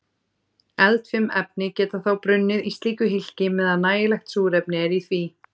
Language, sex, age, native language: Icelandic, female, 30-39, Icelandic